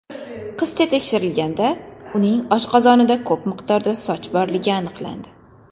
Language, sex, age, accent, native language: Uzbek, female, 19-29, Qashqadaryo, Uzbek